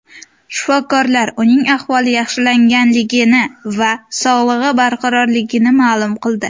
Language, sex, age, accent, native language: Uzbek, female, under 19, Sirdaryo, Uzbek